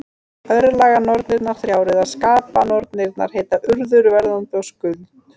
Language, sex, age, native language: Icelandic, female, 30-39, Icelandic